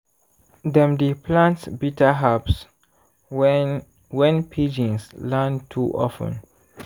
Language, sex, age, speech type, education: Nigerian Pidgin, male, 15-29, spontaneous, secondary